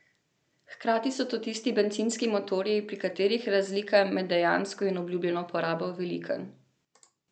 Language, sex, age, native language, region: Slovenian, female, 18-29, Slovenian, Central Slovenia